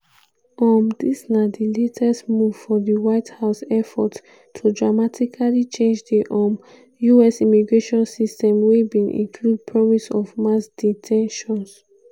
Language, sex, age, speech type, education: Nigerian Pidgin, female, 15-29, spontaneous, tertiary